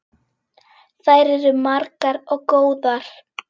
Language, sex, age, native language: Icelandic, female, 10, Icelandic